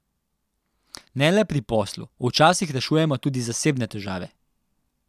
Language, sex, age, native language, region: Slovenian, male, 18-29, Slovenian, Central Slovenia